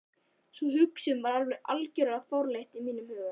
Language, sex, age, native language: Icelandic, male, 12, Icelandic